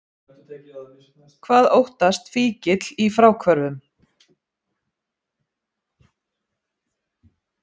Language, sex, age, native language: Icelandic, female, 50-59, Icelandic